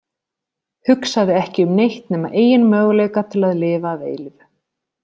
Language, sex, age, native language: Icelandic, female, 30-39, Icelandic